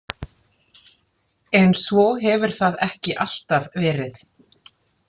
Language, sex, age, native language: Icelandic, female, 40-49, Icelandic